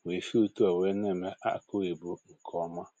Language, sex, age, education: Igbo, male, 60+, tertiary